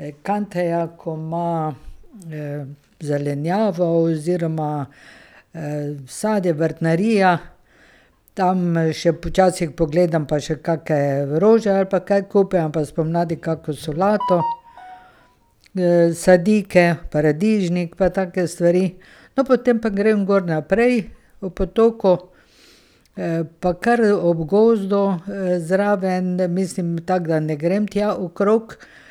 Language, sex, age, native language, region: Slovenian, female, 50-59, Slovenian, Carinthia region